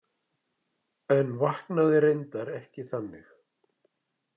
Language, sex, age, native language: Icelandic, male, 60-69, Icelandic